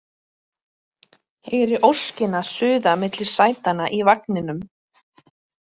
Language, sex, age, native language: Icelandic, female, 30-39, Icelandic